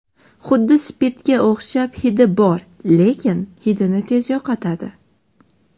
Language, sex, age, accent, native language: Uzbek, female, 12-17, Toshkent shahri, Uzbek